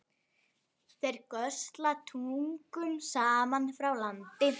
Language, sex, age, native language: Icelandic, female, 11, Icelandic